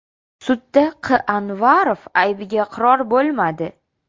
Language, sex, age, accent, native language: Uzbek, female, 18-24, Sirdaryo, Uzbek